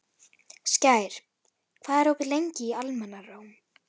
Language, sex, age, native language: Icelandic, female, 11, Icelandic